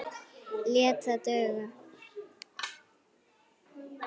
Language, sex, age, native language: Icelandic, female, 9, Icelandic